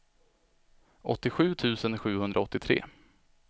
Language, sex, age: Swedish, male, 25